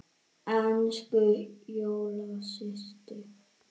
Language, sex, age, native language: Icelandic, male, 9, Icelandic